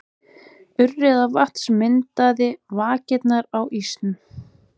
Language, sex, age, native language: Icelandic, male, 20-29, Icelandic